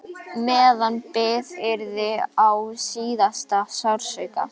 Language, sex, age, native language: Icelandic, female, 12, Icelandic